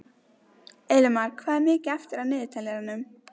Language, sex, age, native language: Icelandic, female, 20-29, Icelandic